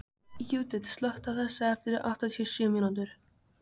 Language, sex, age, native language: Icelandic, female, 15, Icelandic